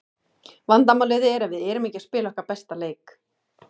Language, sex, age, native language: Icelandic, female, 40-49, Icelandic